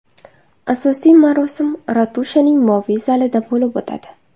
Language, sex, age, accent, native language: Uzbek, female, 19-29, Samarqand, Uzbek